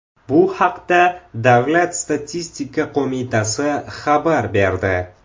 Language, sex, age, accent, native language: Uzbek, male, 18-24, Samarqand, Uzbek